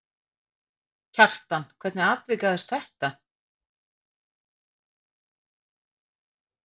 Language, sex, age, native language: Icelandic, female, 50-59, Icelandic